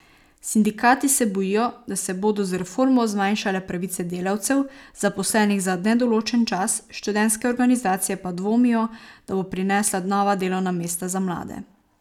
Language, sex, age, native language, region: Slovenian, female, 18-29, Slovenian, Savinja region